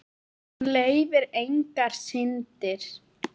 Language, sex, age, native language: Icelandic, female, 9, Icelandic